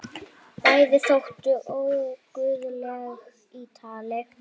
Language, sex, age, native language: Icelandic, female, 9, Icelandic